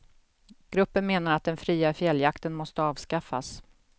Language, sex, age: Swedish, female, 48